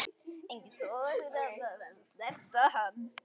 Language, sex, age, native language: Icelandic, male, 9, Icelandic